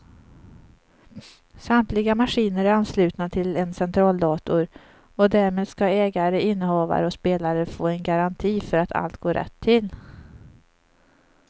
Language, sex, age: Swedish, female, 38